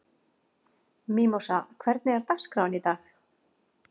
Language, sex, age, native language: Icelandic, female, 40-49, Icelandic